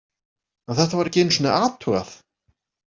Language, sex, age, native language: Icelandic, male, 40-49, Icelandic